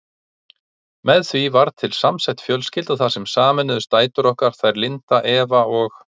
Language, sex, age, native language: Icelandic, male, 40-49, Icelandic